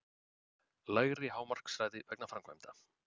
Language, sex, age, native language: Icelandic, male, 40-49, Icelandic